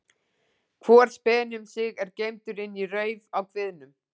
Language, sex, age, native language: Icelandic, female, 40-49, Icelandic